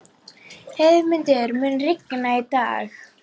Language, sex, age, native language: Icelandic, female, 11, Icelandic